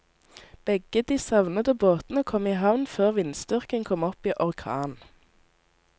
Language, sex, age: Norwegian, female, 19